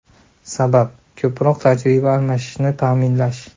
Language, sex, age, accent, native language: Uzbek, male, 25-34, Andijon, Uzbek